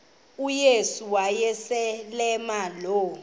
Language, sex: Xhosa, female